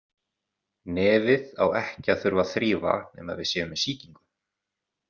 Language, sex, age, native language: Icelandic, male, 30-39, Icelandic